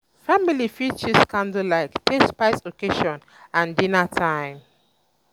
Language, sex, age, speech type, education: Nigerian Pidgin, female, 15-29, spontaneous, tertiary